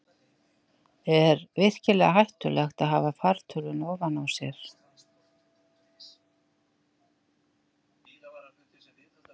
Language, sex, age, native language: Icelandic, female, 60-69, Icelandic